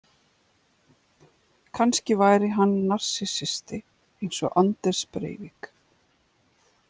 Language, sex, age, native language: Icelandic, female, 50-59, Icelandic